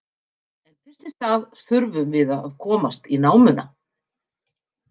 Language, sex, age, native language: Icelandic, female, 50-59, Icelandic